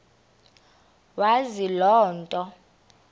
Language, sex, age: Xhosa, female, 32